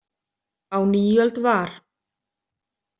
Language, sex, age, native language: Icelandic, other, 30-39, Icelandic